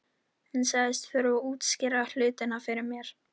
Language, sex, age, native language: Icelandic, female, 13, Icelandic